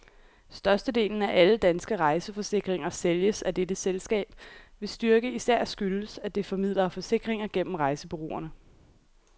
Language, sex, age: Danish, female, 28